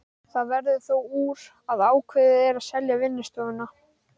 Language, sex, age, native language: Icelandic, male, 12, Icelandic